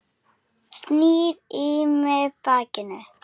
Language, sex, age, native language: Icelandic, female, 7, Icelandic